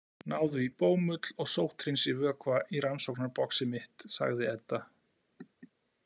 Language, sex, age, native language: Icelandic, male, 40-49, Icelandic